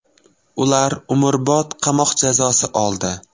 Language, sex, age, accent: Uzbek, male, 12-17, Toshkent viloyati